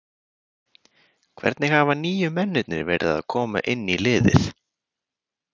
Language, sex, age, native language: Icelandic, male, 20-29, Icelandic